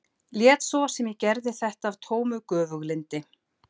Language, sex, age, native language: Icelandic, female, 50-59, Icelandic